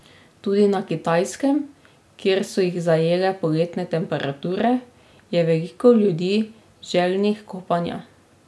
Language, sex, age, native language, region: Slovenian, female, 18-29, Slovenian, Drava region